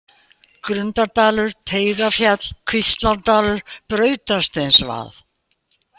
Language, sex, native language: Icelandic, female, Icelandic